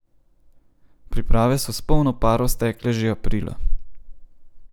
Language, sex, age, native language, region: Slovenian, male, 30-49, Slovenian, Central Slovenia